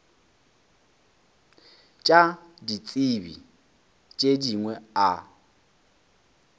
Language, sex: Northern Sotho, male